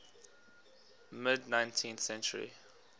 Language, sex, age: English, male, 18